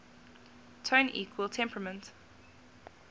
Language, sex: English, female